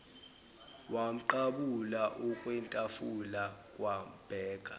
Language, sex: Zulu, male